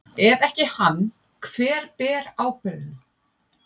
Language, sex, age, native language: Icelandic, female, 50-59, Icelandic